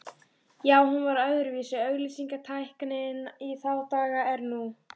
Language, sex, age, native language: Icelandic, female, 12, Icelandic